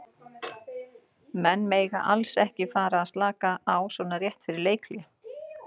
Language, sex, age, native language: Icelandic, female, 40-49, Icelandic